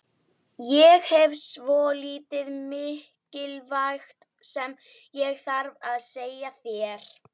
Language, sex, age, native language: Icelandic, female, 11, Icelandic